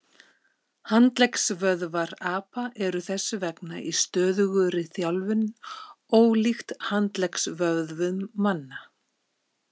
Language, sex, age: Icelandic, female, 50-59